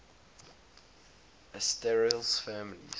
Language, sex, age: English, male, 22